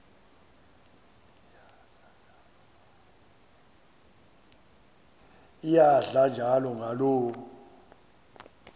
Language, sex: Xhosa, male